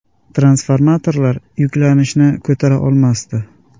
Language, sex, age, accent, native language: Uzbek, male, 18-24, Andijon, Uzbek